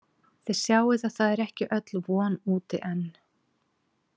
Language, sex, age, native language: Icelandic, female, 40-49, Icelandic